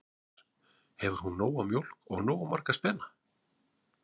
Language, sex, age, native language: Icelandic, male, 40-49, Icelandic